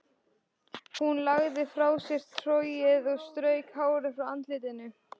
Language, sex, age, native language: Icelandic, female, 13, Icelandic